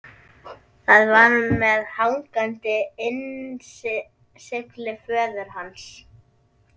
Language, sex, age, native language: Icelandic, male, 11, Icelandic